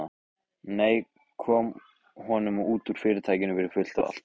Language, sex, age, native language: Icelandic, male, 15, Icelandic